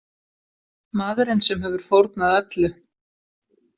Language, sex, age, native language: Icelandic, female, 40-49, Icelandic